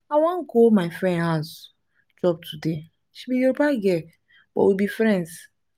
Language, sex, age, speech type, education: Nigerian Pidgin, female, 15-29, spontaneous, tertiary